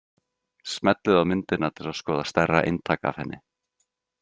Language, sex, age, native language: Icelandic, male, 30-39, Icelandic